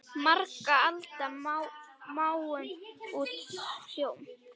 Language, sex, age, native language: Icelandic, female, 9, Icelandic